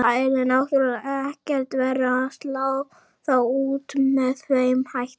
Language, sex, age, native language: Icelandic, female, 30-39, Icelandic